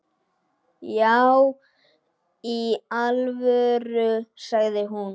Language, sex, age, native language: Icelandic, male, 9, Icelandic